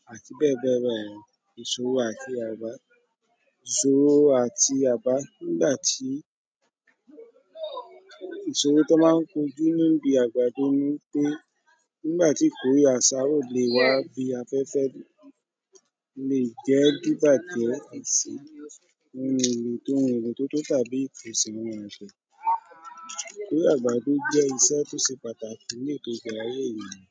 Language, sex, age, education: Yoruba, male, 30-45, tertiary